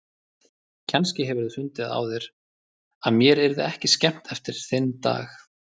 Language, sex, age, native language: Icelandic, male, 30-39, Icelandic